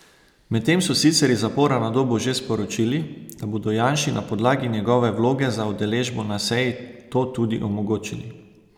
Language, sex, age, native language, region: Slovenian, male, 30-49, Slovenian, Savinja region